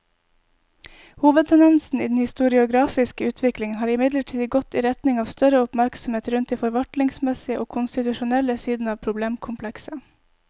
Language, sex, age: Norwegian, female, 20